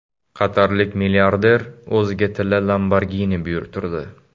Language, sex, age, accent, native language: Uzbek, male, 18-24, Samarqand, Uzbek